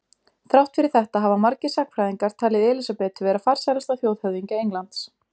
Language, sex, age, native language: Icelandic, female, 20-29, Icelandic